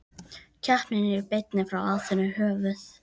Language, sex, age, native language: Icelandic, female, 13, Icelandic